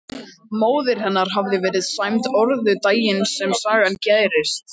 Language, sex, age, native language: Icelandic, male, 13, Icelandic